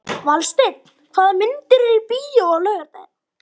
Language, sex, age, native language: Icelandic, female, 50-59, Icelandic